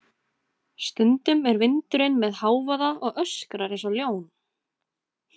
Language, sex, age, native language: Icelandic, female, 20-29, Icelandic